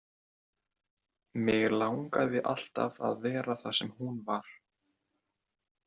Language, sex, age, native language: Icelandic, male, 20-29, Icelandic